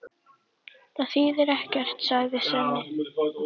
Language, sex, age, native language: Icelandic, female, 10, Icelandic